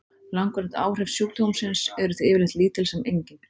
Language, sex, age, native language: Icelandic, female, 30-39, Icelandic